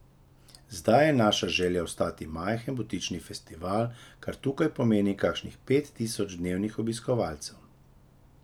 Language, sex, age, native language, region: Slovenian, male, 30-49, Slovenian, Drava region